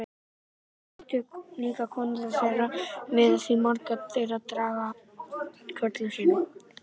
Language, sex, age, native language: Icelandic, male, 18-19, Icelandic